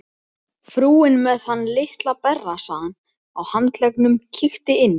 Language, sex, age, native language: Icelandic, male, 12, Icelandic